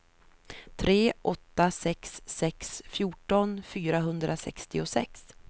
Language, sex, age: Swedish, female, 33